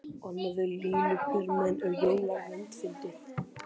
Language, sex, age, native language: Icelandic, female, 12, Icelandic